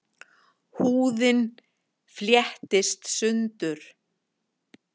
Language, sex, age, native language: Icelandic, female, 50-59, Icelandic